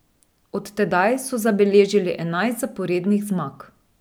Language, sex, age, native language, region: Slovenian, female, 30-49, Slovenian, Drava region